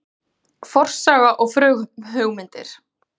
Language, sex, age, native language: Icelandic, female, 40-49, Icelandic